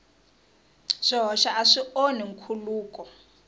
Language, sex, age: Tsonga, female, 20